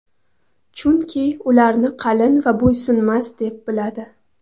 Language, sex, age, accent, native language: Uzbek, female, 18-24, Qoraqalpog'iston, Karakalpak